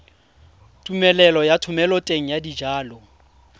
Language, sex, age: Tswana, male, 20